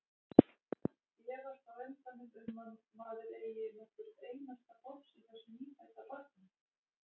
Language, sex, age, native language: Icelandic, female, 40-49, Icelandic